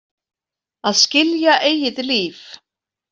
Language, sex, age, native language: Icelandic, female, 40-49, Icelandic